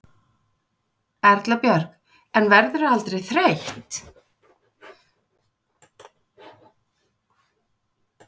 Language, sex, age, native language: Icelandic, female, 40-49, Icelandic